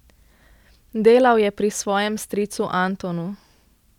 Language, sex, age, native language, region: Slovenian, female, 18-29, Slovenian, Central Slovenia